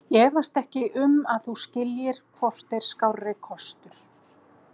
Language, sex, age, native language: Icelandic, female, 50-59, Icelandic